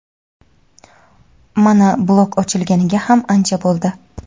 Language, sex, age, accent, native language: Uzbek, female, 19-29, Toshkent viloyati, Uzbek